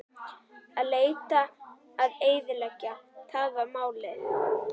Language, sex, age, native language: Icelandic, female, 11, Icelandic